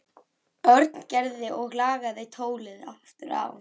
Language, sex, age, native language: Icelandic, female, 11, Icelandic